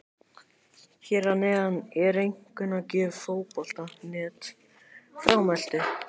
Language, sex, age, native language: Icelandic, male, 18-19, Icelandic